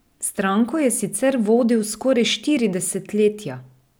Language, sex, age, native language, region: Slovenian, female, 30-49, Slovenian, Drava region